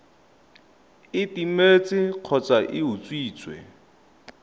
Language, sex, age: Tswana, male, 31